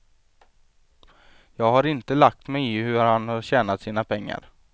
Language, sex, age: Swedish, male, 23